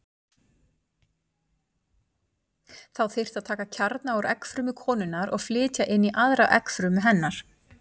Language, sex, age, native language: Icelandic, female, 40-49, Icelandic